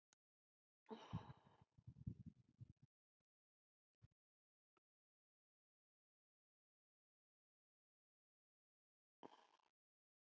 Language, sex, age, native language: Icelandic, female, 50-59, Icelandic